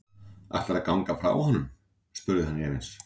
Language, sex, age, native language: Icelandic, male, 40-49, Icelandic